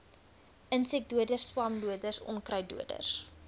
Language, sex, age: Afrikaans, female, 22